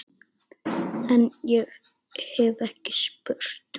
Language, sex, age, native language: Icelandic, female, 9, Icelandic